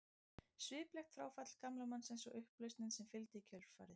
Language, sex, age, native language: Icelandic, female, 30-39, Icelandic